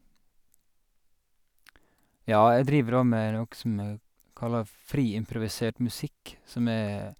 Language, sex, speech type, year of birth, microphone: Norwegian, male, spontaneous, 1986, Sennheiser